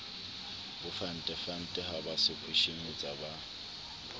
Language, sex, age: Southern Sotho, male, 29